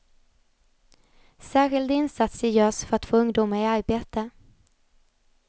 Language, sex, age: Swedish, female, 20